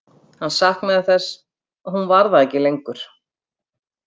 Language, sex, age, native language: Icelandic, female, 50-59, Icelandic